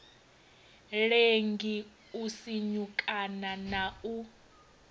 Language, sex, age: Venda, female, 22